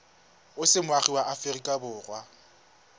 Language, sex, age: Tswana, male, 20